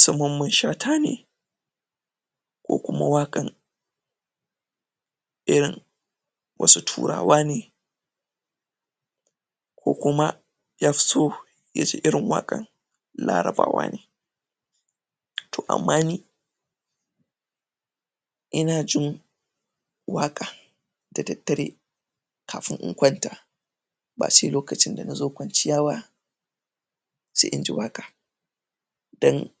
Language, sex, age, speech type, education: Hausa, male, 15-29, spontaneous, tertiary